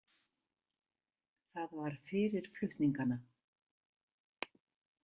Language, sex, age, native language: Icelandic, female, 70-79, Icelandic